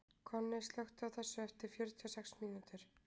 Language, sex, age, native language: Icelandic, female, 20-29, Icelandic